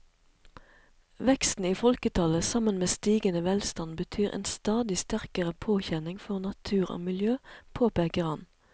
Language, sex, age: Norwegian, female, 37